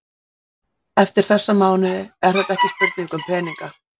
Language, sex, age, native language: Icelandic, female, 40-49, Icelandic